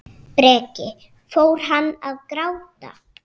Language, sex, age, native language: Icelandic, female, 6, Icelandic